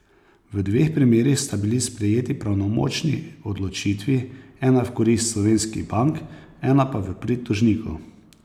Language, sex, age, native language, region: Slovenian, male, 30-49, Slovenian, Posavska region